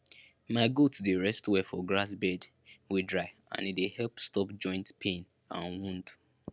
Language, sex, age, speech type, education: Nigerian Pidgin, male, 15-29, spontaneous, secondary